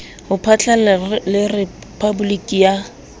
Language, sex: Southern Sotho, female